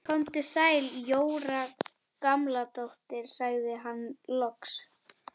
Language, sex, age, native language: Icelandic, female, 11, Icelandic